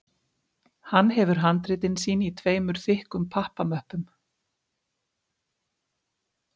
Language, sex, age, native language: Icelandic, female, 50-59, Icelandic